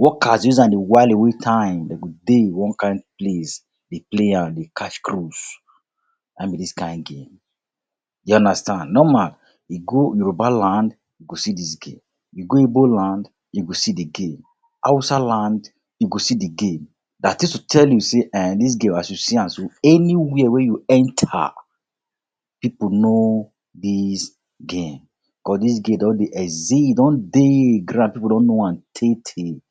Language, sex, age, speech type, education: Nigerian Pidgin, male, 46-60, spontaneous, tertiary